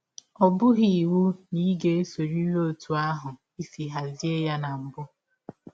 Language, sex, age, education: Igbo, female, 15-29, tertiary